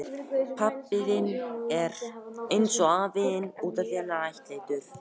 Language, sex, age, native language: Icelandic, female, 18-19, Icelandic